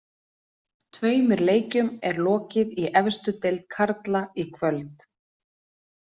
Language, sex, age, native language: Icelandic, female, 40-49, Icelandic